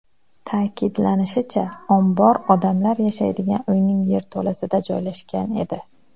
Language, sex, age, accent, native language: Uzbek, female, 30-39, Xorazm, Uzbek